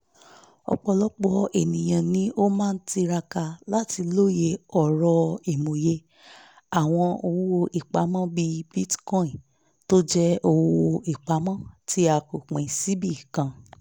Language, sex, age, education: Yoruba, female, 15-29, tertiary